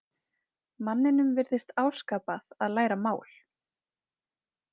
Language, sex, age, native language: Icelandic, female, 20-29, Icelandic